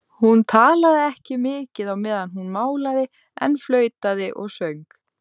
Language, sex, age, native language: Icelandic, female, 20-29, Icelandic